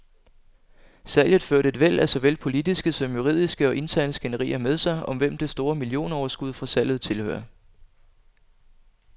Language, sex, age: Danish, male, 25